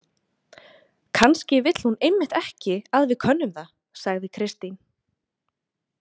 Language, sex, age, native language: Icelandic, female, 20-29, Icelandic